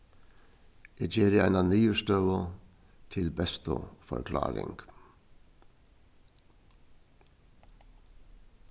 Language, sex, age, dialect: Faroese, male, 61+, Suðurstreymoy